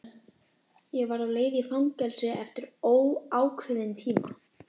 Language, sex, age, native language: Icelandic, female, 11, Icelandic